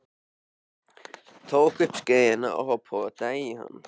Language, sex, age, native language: Icelandic, male, 13, Icelandic